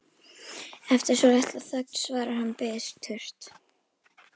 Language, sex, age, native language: Icelandic, female, 11, Icelandic